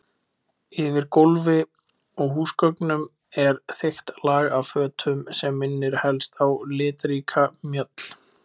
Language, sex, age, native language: Icelandic, male, 20-29, Icelandic